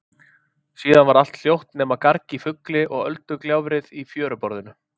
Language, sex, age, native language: Icelandic, male, 30-39, Icelandic